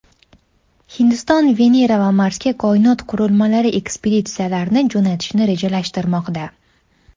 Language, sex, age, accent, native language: Uzbek, female, 19-29, Andijon, Uzbek